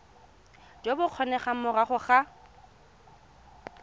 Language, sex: Tswana, female